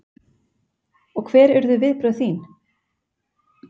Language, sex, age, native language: Icelandic, female, 40-49, Icelandic